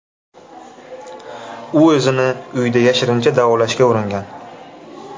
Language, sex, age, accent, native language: Uzbek, male, 18-24, Navoiy, Uzbek